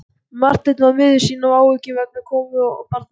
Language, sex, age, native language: Icelandic, male, 14, Icelandic